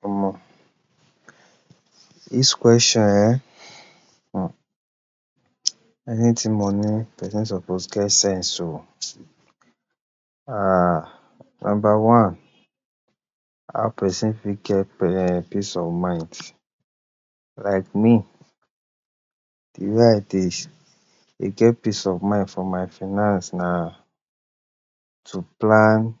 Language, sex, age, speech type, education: Nigerian Pidgin, male, 60+, spontaneous, tertiary